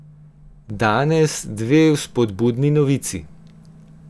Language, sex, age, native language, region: Slovenian, female, 18-29, Slovenian, Gorenjska region